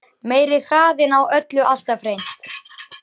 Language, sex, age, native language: Icelandic, male, 11, Icelandic